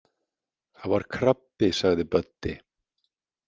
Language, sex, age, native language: Icelandic, male, 50-59, Icelandic